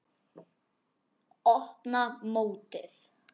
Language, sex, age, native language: Icelandic, other, 10, Icelandic